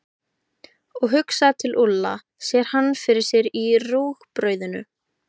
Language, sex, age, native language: Icelandic, female, 12, Icelandic